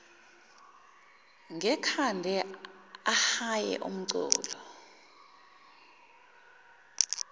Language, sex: Zulu, female